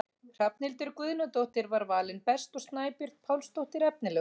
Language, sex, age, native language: Icelandic, female, 30-39, Icelandic